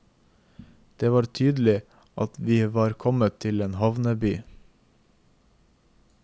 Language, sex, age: Norwegian, male, 24